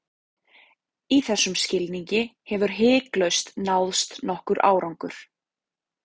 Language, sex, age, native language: Icelandic, female, 30-39, Icelandic